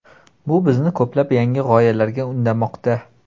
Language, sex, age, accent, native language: Uzbek, male, 18-24, Toshkent shahri, Uzbek